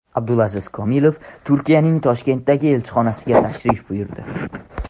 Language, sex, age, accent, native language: Uzbek, male, under 19, Andijon, Tajik